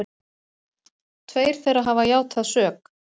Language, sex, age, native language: Icelandic, female, 40-49, Icelandic